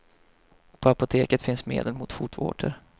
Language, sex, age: Swedish, male, 25